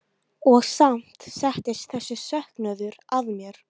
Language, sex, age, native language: Icelandic, female, 13, Icelandic